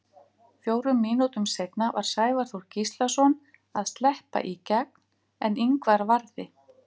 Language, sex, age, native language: Icelandic, female, 50-59, Icelandic